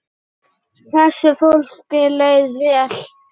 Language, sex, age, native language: Icelandic, male, 8, Icelandic